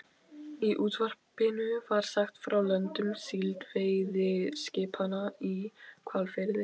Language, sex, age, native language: Icelandic, female, 12, Icelandic